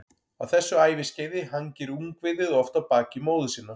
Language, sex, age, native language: Icelandic, male, 40-49, Icelandic